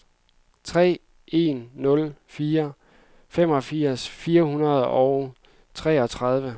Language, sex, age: Danish, male, 26